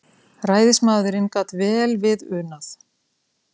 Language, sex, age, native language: Icelandic, female, 30-39, Icelandic